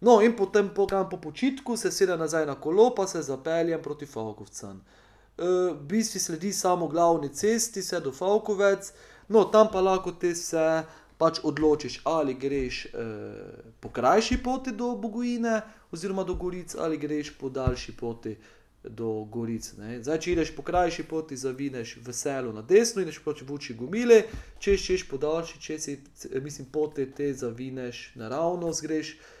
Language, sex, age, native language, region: Slovenian, male, 30-49, Slovenian, Pomurje region